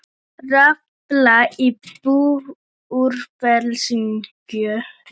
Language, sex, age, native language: Icelandic, female, 30-39, Icelandic